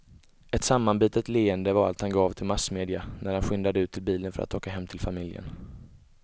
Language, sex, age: Swedish, male, 20